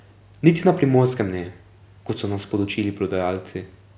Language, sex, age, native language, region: Slovenian, male, 18-29, Slovenian, Drava region